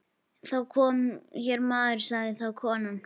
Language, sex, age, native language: Icelandic, female, 11, Icelandic